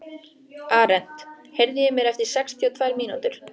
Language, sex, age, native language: Icelandic, female, 14, Icelandic